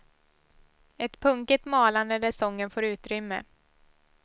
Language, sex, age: Swedish, female, 18